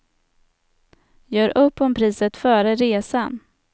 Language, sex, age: Swedish, female, 27